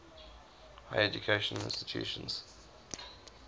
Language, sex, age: English, male, 20